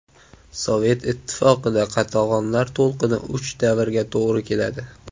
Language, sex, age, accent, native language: Uzbek, male, 19-29, Samarqand, Uzbek